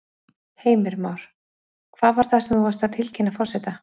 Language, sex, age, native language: Icelandic, female, 40-49, Icelandic